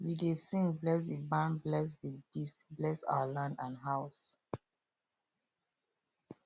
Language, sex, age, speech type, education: Nigerian Pidgin, female, 30-45, spontaneous, tertiary